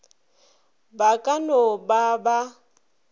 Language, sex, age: Northern Sotho, female, 26